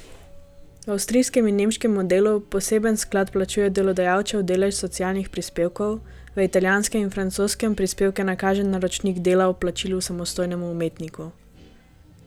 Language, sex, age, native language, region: Slovenian, female, 18-29, Slovenian, Gorenjska region